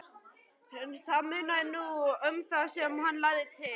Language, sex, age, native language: Icelandic, male, 11, Icelandic